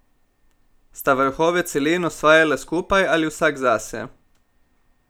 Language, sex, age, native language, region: Slovenian, male, 18-29, Slovenian, Primorsko-notranjska region